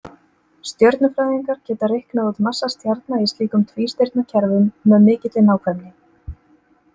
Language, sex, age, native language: Icelandic, female, 30-39, Icelandic